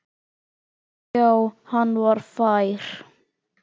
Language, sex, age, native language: Icelandic, male, 10, Icelandic